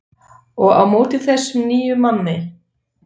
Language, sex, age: Icelandic, female, 40-49